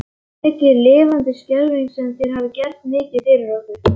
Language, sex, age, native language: Icelandic, male, 11, Icelandic